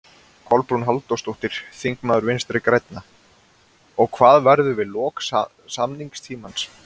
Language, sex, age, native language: Icelandic, male, 20-29, Icelandic